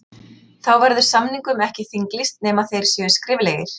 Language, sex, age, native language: Icelandic, female, 40-49, Icelandic